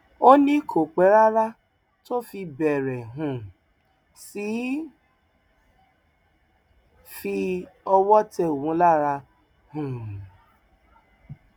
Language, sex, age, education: Yoruba, female, 30-45, tertiary